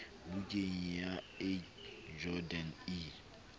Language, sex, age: Southern Sotho, male, 29